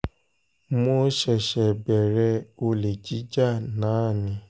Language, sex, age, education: Yoruba, male, 15-29, tertiary